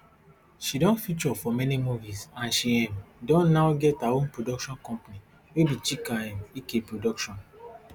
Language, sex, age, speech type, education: Nigerian Pidgin, male, 15-29, spontaneous, tertiary